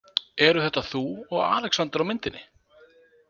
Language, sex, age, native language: Icelandic, male, 20-29, Icelandic